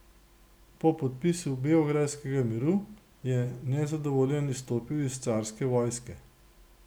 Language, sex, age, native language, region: Slovenian, male, 60+, Slovenian, Gorenjska region